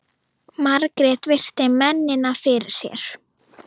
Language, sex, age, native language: Icelandic, female, 9, Icelandic